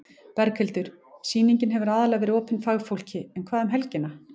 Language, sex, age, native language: Icelandic, female, 18-19, Icelandic